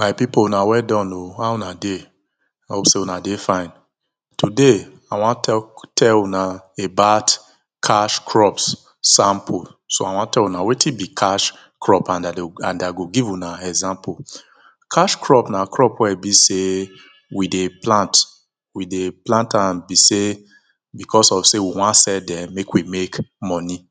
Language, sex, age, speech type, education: Nigerian Pidgin, male, 30-45, spontaneous, tertiary